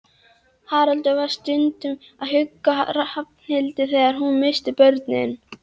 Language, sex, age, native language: Icelandic, female, 11, Icelandic